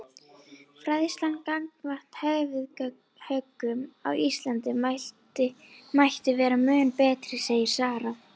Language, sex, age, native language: Icelandic, female, 40-49, Icelandic